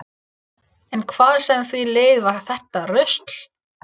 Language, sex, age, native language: Icelandic, female, 30-39, English